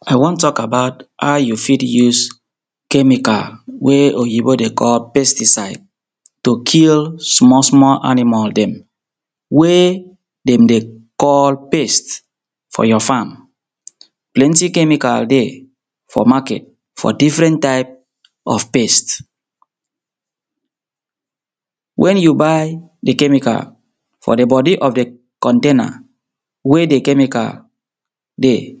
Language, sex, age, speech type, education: Nigerian Pidgin, male, 30-45, spontaneous, tertiary